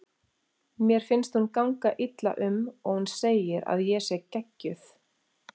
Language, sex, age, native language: Icelandic, female, 40-49, Icelandic